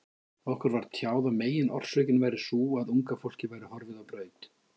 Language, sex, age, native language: Icelandic, male, 50-59, Icelandic